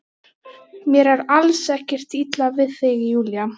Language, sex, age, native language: Icelandic, female, 12, Icelandic